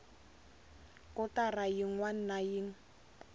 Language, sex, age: Tsonga, female, 22